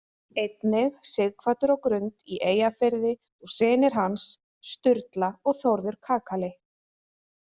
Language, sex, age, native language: Icelandic, female, 20-29, Icelandic